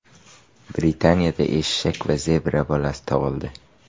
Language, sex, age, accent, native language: Uzbek, male, 18-24, Qashqadaryo, Uzbek